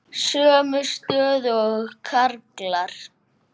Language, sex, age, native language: Icelandic, male, 8, Icelandic